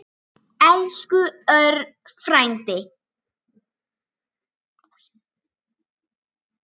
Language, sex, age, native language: Icelandic, female, 8, Icelandic